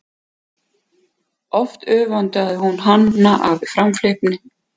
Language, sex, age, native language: Icelandic, female, 50-59, Icelandic